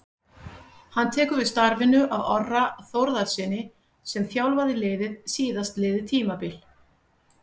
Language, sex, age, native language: Icelandic, female, 50-59, Icelandic